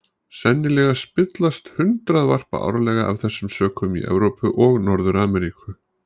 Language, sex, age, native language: Icelandic, male, 40-49, Icelandic